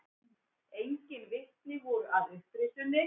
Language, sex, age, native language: Icelandic, female, 60-69, Icelandic